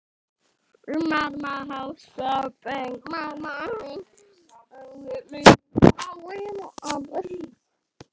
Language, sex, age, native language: Icelandic, female, 9, Icelandic